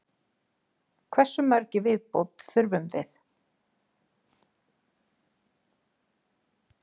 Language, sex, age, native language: Icelandic, female, 40-49, Icelandic